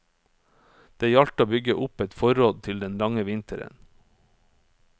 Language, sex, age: Norwegian, male, 44